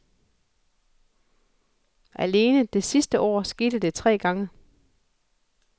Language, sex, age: Danish, female, 41